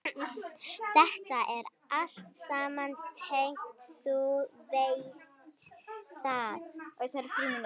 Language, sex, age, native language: Icelandic, female, 12, Icelandic